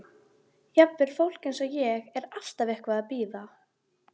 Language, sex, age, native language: Icelandic, female, 12, Icelandic